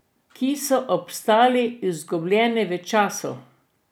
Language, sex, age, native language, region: Slovenian, female, 60+, Slovenian, Drava region